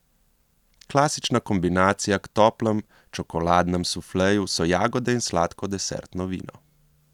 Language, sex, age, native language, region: Slovenian, male, 30-49, Slovenian, Central Slovenia